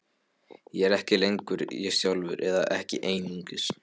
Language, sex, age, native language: Icelandic, male, 12, Polish